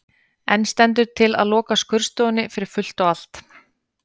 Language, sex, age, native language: Icelandic, female, 30-39, Icelandic